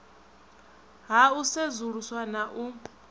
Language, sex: Venda, male